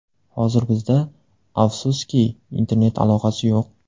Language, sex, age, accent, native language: Uzbek, male, 18-24, Andijon, Uzbek